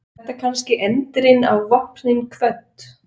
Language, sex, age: Icelandic, female, 40-49